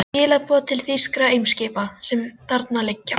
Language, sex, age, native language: Icelandic, female, 12, Icelandic